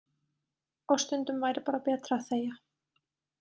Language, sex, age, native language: Icelandic, female, 20-29, Icelandic